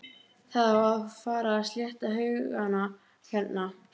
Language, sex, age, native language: Icelandic, female, 12, Icelandic